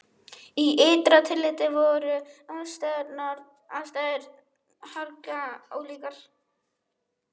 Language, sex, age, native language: Icelandic, male, 11, Icelandic